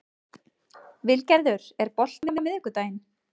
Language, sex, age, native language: Icelandic, female, 30-39, Icelandic